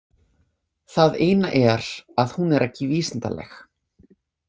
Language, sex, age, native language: Icelandic, other, 20-29, English